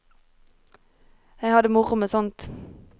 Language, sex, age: Norwegian, female, 23